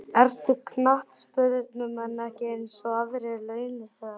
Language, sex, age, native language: Icelandic, male, 12, Icelandic